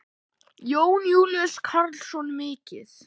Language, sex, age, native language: Icelandic, male, 11, Icelandic